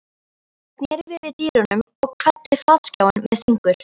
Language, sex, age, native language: Icelandic, female, 13, Icelandic